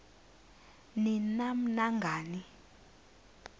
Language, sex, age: Xhosa, female, 20